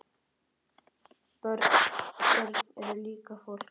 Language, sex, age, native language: Icelandic, male, 10, Icelandic